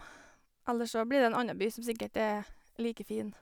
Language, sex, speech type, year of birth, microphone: Norwegian, female, spontaneous, 1986, Sennheiser